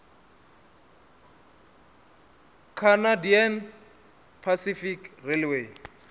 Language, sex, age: Venda, male, 27